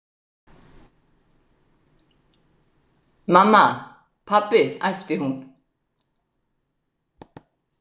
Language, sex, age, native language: Icelandic, female, 60-69, Icelandic